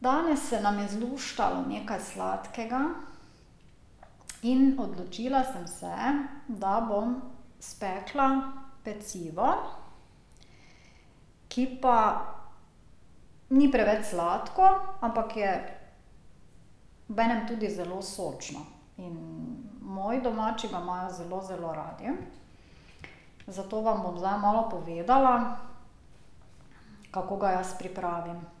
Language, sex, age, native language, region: Slovenian, female, 50-59, Slovenian, Drava region